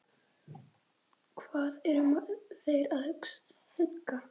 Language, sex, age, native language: Icelandic, female, 8, Icelandic